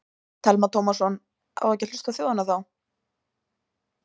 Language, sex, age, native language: Icelandic, female, 20-29, Icelandic